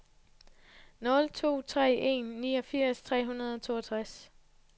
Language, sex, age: Danish, female, 20